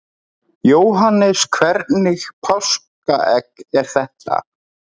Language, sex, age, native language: Icelandic, male, 30-39, Icelandic